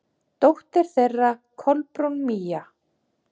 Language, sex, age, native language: Icelandic, male, 7, Icelandic